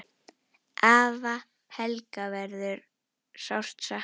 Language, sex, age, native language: Icelandic, female, 10, Icelandic